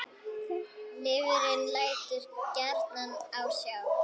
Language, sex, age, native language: Icelandic, female, 9, Icelandic